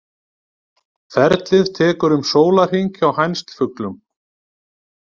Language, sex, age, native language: Icelandic, male, 30-39, Icelandic